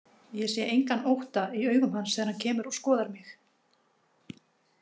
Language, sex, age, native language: Icelandic, female, 50-59, Icelandic